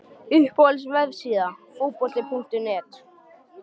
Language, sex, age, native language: Icelandic, male, 12, Icelandic